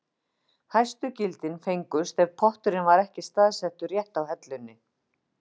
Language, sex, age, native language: Icelandic, female, 50-59, Icelandic